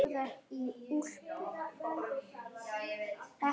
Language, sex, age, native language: Icelandic, female, 8, Icelandic